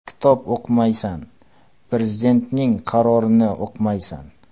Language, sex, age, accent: Uzbek, male, 25-34, Qoraqalpog'iston